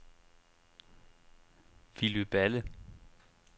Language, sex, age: Danish, male, 25